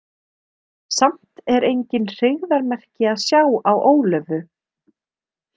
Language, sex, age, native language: Icelandic, female, 30-39, Icelandic